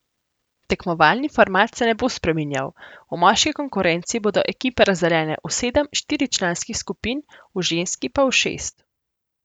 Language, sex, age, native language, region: Slovenian, female, 18-29, Slovenian, Central Slovenia